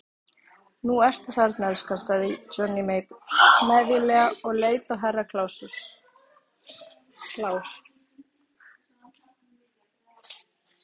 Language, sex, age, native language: Icelandic, female, 30-39, Icelandic